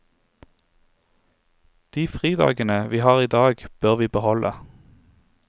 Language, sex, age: Norwegian, male, 23